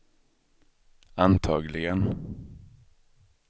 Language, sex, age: Swedish, male, 23